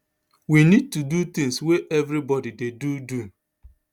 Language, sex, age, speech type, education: Nigerian Pidgin, male, 30-45, spontaneous, tertiary